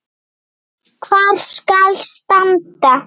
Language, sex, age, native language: Icelandic, male, 8, Icelandic